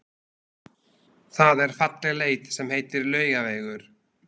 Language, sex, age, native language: Icelandic, male, 40-49, Slovak